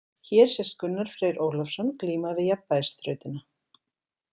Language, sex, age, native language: Icelandic, female, 40-49, Icelandic